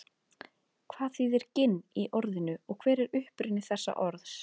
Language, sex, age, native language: Icelandic, female, 30-39, Icelandic